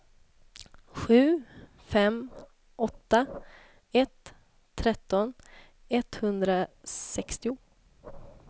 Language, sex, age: Swedish, female, 26